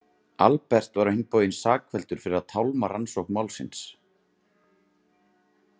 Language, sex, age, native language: Icelandic, male, 30-39, Icelandic